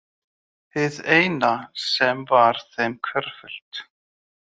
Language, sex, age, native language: Icelandic, male, 30-39, Icelandic